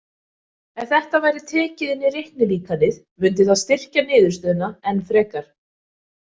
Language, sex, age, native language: Icelandic, female, 20-29, Icelandic